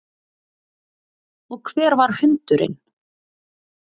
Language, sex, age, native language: Icelandic, female, 30-39, Icelandic